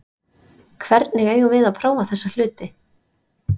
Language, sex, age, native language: Icelandic, female, 30-39, Icelandic